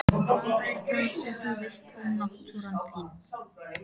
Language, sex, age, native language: Icelandic, female, 14, Icelandic